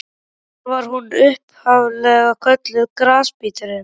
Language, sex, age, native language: Icelandic, male, 12, Icelandic